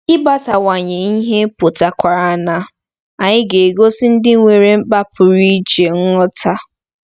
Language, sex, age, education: Igbo, female, 15-29, tertiary